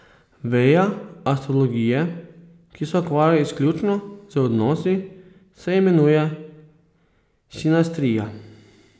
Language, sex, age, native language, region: Slovenian, male, 30-49, Slovenian, Posavska region